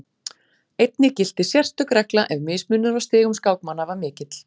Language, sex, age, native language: Icelandic, female, 40-49, Icelandic